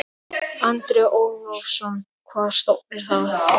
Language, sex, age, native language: Icelandic, male, 13, Icelandic